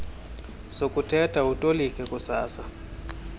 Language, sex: Xhosa, male